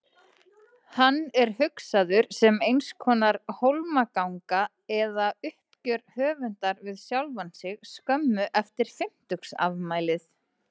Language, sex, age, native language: Icelandic, female, 30-39, Icelandic